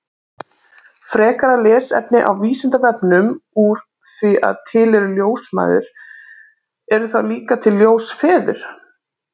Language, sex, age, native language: Icelandic, female, 30-39, Icelandic